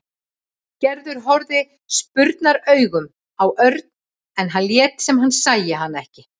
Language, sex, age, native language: Icelandic, female, 40-49, Icelandic